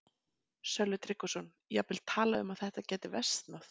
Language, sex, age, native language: Icelandic, female, 20-29, Icelandic